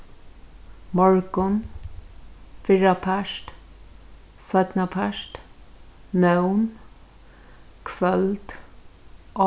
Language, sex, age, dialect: Faroese, female, 36-60, Norðurstreymoy/Eysturoy